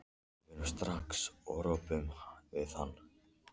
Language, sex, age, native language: Icelandic, male, 13, Icelandic